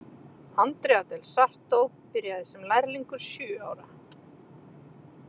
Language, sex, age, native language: Icelandic, female, 30-39, Icelandic